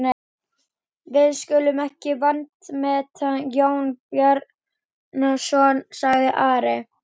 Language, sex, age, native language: Icelandic, female, 12, Icelandic